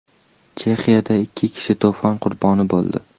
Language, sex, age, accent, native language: Uzbek, male, 18-24, Toshkent shahri, Uzbek